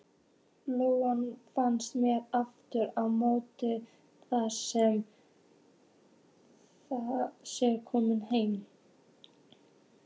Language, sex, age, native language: Icelandic, female, 14, Icelandic